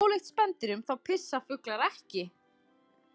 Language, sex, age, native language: Icelandic, female, 20-29, Icelandic